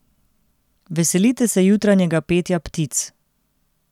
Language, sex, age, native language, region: Slovenian, female, 30-49, Slovenian, Central Slovenia